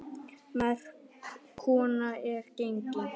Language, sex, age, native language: Icelandic, male, 10, Icelandic